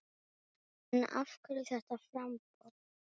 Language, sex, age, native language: Icelandic, female, 9, Icelandic